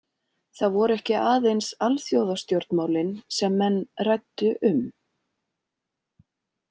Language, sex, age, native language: Icelandic, female, 40-49, Icelandic